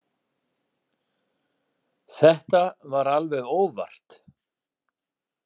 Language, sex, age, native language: Icelandic, male, 40-49, Icelandic